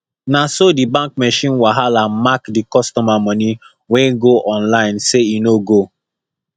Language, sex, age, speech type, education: Nigerian Pidgin, male, 15-29, spontaneous, tertiary